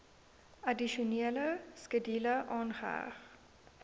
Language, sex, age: Afrikaans, female, 19